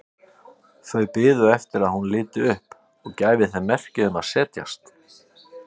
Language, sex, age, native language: Icelandic, male, 50-59, Icelandic